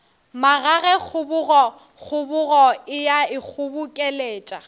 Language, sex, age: Northern Sotho, female, 18